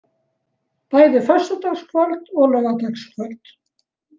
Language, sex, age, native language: Icelandic, female, 70-79, Icelandic